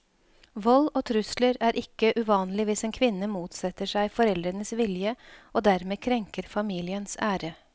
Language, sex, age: Norwegian, female, 52